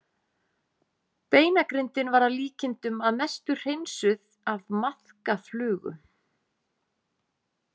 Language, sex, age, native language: Icelandic, female, 30-39, Icelandic